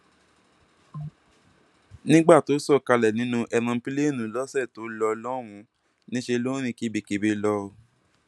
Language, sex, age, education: Yoruba, male, 15-29, tertiary